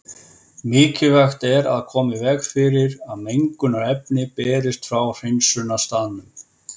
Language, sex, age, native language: Icelandic, male, 50-59, Icelandic